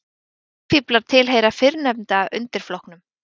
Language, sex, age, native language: Icelandic, female, 20-29, Icelandic